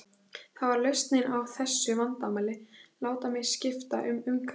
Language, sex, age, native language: Icelandic, female, 16, Icelandic